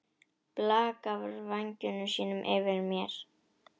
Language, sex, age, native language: Icelandic, female, 10, Icelandic